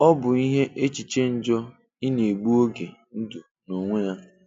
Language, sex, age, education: Igbo, male, 15-29, tertiary